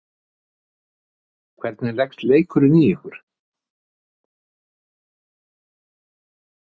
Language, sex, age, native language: Icelandic, male, 50-59, Icelandic